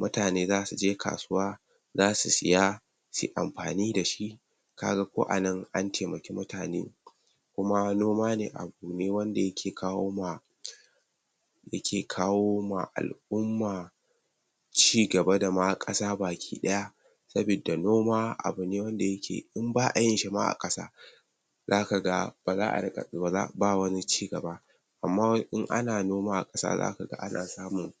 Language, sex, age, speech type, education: Hausa, male, 15-29, spontaneous, tertiary